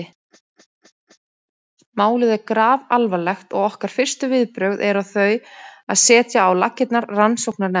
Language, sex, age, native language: Icelandic, female, 30-39, Icelandic